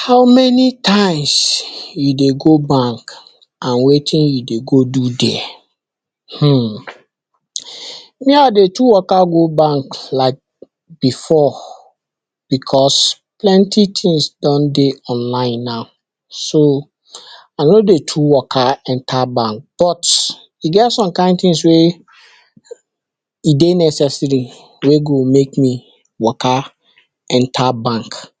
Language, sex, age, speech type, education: Nigerian Pidgin, male, 60+, spontaneous, tertiary